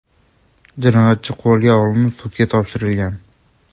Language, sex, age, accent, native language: Uzbek, male, 18-24, Andijon, Uzbek